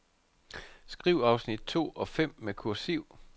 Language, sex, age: Danish, male, 51